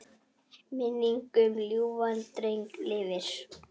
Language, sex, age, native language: Icelandic, female, 10, Icelandic